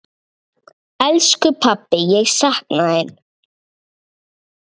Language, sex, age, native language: Icelandic, male, 7, Icelandic